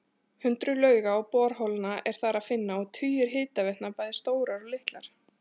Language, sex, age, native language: Icelandic, male, 40-49, Icelandic